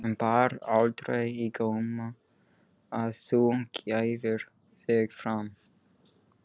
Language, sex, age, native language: Icelandic, male, 15, English